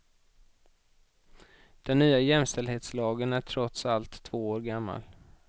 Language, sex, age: Swedish, male, 31